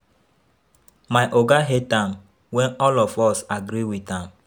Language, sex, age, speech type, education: Nigerian Pidgin, female, 15-29, spontaneous, tertiary